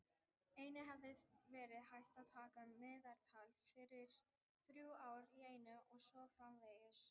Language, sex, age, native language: Icelandic, female, 18-19, Icelandic